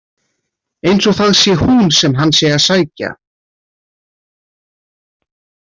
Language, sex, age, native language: Icelandic, male, 30-39, Icelandic